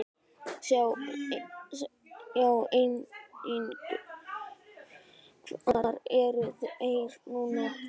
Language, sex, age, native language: Icelandic, male, 12, Icelandic